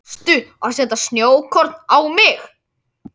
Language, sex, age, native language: Icelandic, female, 40-49, Icelandic